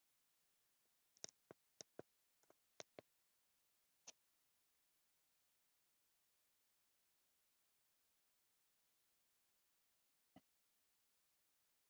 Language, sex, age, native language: Icelandic, male, 50-59, Icelandic